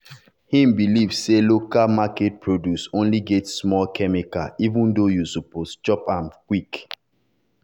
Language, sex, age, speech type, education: Nigerian Pidgin, male, 30-45, spontaneous, tertiary